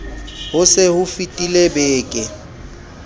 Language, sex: Southern Sotho, male